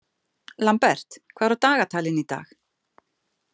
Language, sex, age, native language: Icelandic, female, 50-59, Icelandic